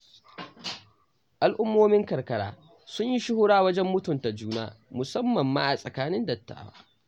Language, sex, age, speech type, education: Hausa, male, 15-29, read, tertiary